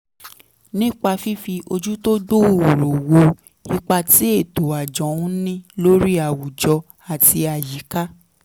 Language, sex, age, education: Yoruba, female, 15-29, tertiary